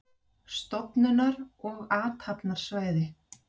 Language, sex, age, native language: Icelandic, female, 40-49, Icelandic